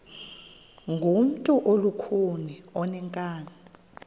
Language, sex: Xhosa, female